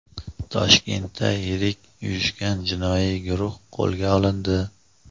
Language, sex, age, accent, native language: Uzbek, male, 25-34, Andijon, Uzbek